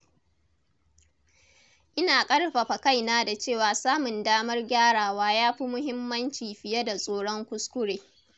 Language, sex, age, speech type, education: Hausa, female, 30-45, read, tertiary